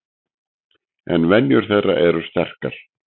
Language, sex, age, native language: Icelandic, male, 60-69, Icelandic